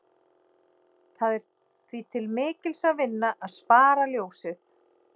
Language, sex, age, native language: Icelandic, female, 40-49, Icelandic